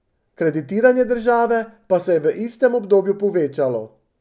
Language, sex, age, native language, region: Slovenian, male, 50-59, Slovenian, Drava region